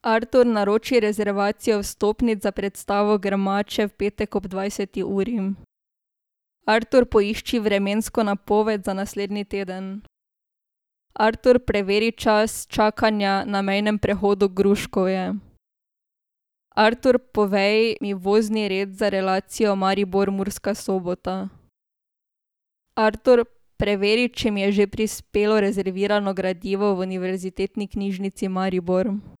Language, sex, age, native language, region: Slovenian, female, 18-29, Slovenian, Drava region